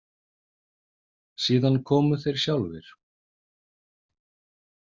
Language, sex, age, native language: Icelandic, male, 30-39, Icelandic